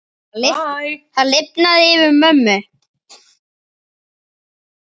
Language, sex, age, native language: Icelandic, male, 9, Icelandic